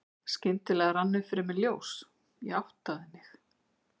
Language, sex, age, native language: Icelandic, female, 50-59, Icelandic